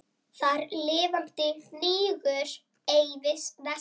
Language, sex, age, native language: Icelandic, female, 9, Icelandic